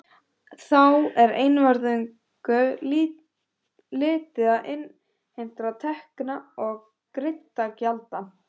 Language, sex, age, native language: Icelandic, other, 18-19, Icelandic